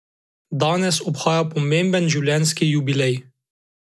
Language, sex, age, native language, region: Slovenian, male, 18-29, Slovenian, Drava region